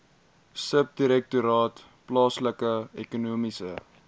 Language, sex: Afrikaans, male